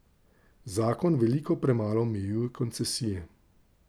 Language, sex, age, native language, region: Slovenian, male, 30-49, Slovenian, Drava region